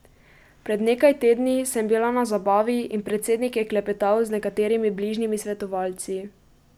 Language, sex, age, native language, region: Slovenian, female, 12-17, Slovenian, Pomurje region